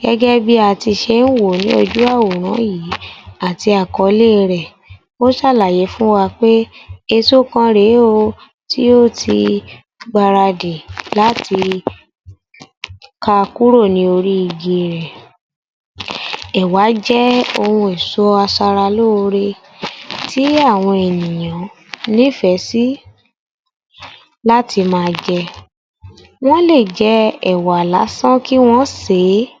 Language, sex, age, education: Yoruba, female, 30-45, tertiary